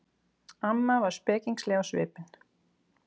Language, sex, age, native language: Icelandic, female, 30-39, Icelandic